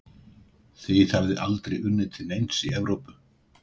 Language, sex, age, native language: Icelandic, male, 60-69, Icelandic